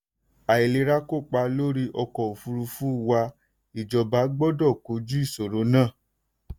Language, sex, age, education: Yoruba, male, 15-29, tertiary